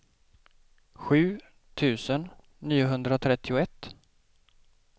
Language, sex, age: Swedish, male, 28